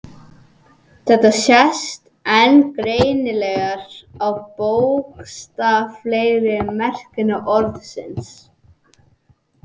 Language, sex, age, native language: Icelandic, male, 18-19, Icelandic